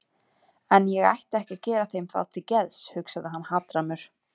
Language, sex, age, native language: Icelandic, female, 30-39, Icelandic